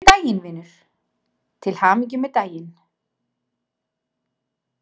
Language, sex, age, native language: Icelandic, female, 30-39, Icelandic